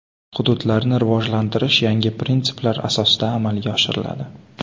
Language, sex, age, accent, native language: Uzbek, male, 18-24, Qoraqalpog'iston, Karakalpak